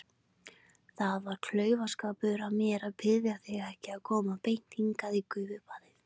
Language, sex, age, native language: Icelandic, female, 20-29, Icelandic